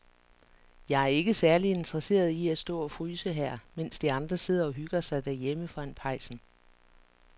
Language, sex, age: Danish, female, 49